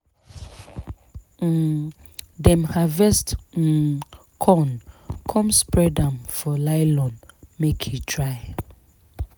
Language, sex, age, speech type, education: Nigerian Pidgin, female, 30-45, spontaneous, tertiary